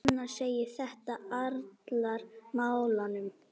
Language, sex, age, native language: Icelandic, female, 8, Icelandic